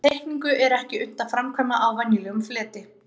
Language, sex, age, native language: Icelandic, female, 30-39, Icelandic